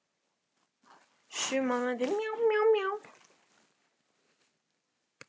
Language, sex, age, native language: Icelandic, male, 12, Icelandic